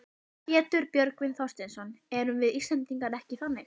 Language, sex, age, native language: Icelandic, female, 11, Icelandic